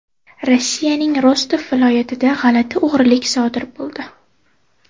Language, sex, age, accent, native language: Uzbek, female, 18-24, Toshkent viloyati, Uzbek